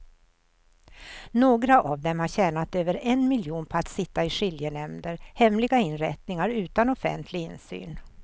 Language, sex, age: Swedish, female, 64